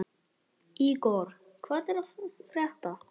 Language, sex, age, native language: Icelandic, male, 11, Icelandic